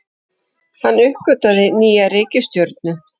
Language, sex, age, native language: Icelandic, female, 40-49, Icelandic